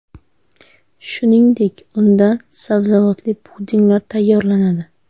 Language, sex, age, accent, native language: Uzbek, female, 18-24, Farg'ona, Uzbek